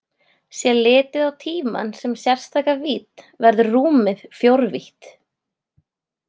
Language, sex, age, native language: Icelandic, female, 20-29, Icelandic